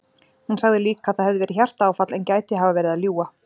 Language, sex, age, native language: Icelandic, female, 40-49, Icelandic